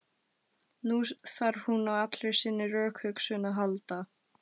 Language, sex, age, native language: Icelandic, female, 12, Icelandic